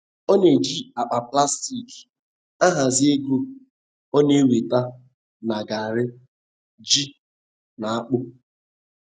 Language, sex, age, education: Igbo, male, 15-29, tertiary